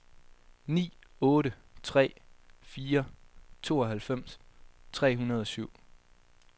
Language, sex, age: Danish, male, 22